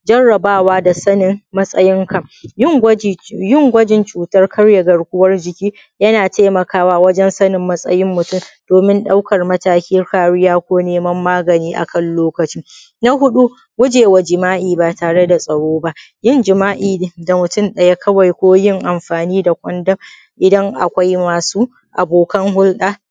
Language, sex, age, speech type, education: Hausa, female, 30-45, spontaneous, primary